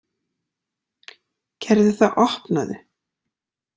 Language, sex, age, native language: Icelandic, female, 40-49, Icelandic